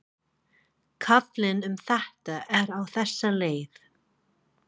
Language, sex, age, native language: Icelandic, female, 40-49, English